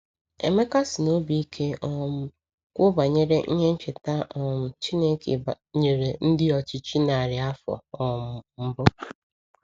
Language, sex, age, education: Igbo, female, 15-29, secondary